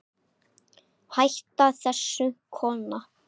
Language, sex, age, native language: Icelandic, male, 8, Icelandic